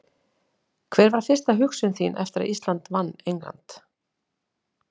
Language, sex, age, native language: Icelandic, female, 40-49, Icelandic